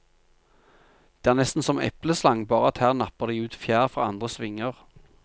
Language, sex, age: Norwegian, male, 45